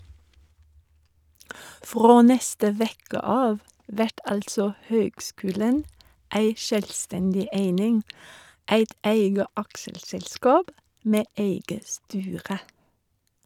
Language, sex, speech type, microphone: Norwegian, female, read, Shure